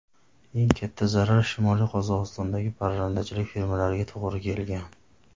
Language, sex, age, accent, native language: Uzbek, male, 30-39, Farg'ona, Uzbek